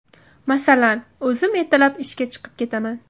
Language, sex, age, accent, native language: Uzbek, female, 18-24, Samarqand, Uzbek